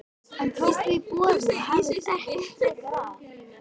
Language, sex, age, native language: Icelandic, female, 13, Icelandic